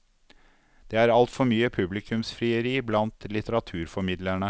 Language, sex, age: Norwegian, male, 52